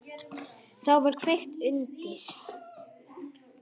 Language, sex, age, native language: Icelandic, male, 9, Icelandic